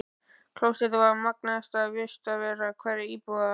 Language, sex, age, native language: Icelandic, male, 12, Icelandic